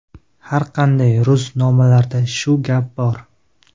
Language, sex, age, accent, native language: Uzbek, male, 19-29, Qashqadaryo, Uzbek